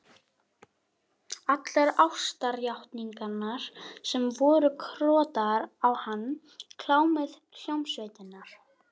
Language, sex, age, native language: Icelandic, female, 11, Icelandic